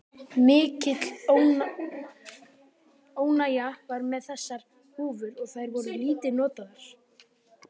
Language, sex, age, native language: Icelandic, male, 18-19, Icelandic